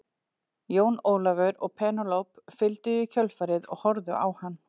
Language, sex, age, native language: Icelandic, female, 40-49, Icelandic